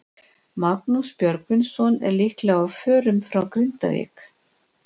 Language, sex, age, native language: Icelandic, female, 60-69, Icelandic